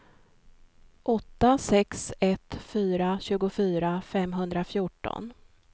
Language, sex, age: Swedish, female, 53